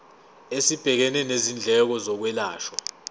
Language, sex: Zulu, male